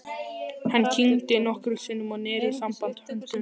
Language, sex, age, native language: Icelandic, male, 11, Icelandic